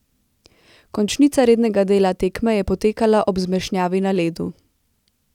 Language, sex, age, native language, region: Slovenian, female, 18-29, Slovenian, Central Slovenia